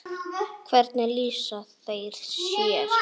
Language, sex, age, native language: Icelandic, female, 9, Icelandic